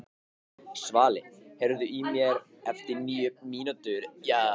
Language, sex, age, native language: Icelandic, male, 15, Icelandic